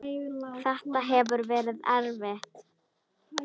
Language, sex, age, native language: Icelandic, female, 10, Icelandic